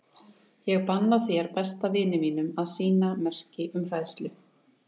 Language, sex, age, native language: Icelandic, female, 30-39, Icelandic